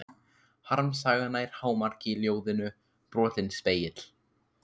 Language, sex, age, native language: Icelandic, male, 15, Icelandic